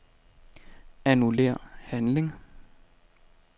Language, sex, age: Danish, male, 32